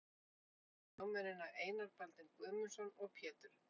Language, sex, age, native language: Icelandic, female, 50-59, Icelandic